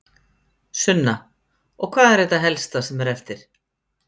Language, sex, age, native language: Icelandic, female, 50-59, Icelandic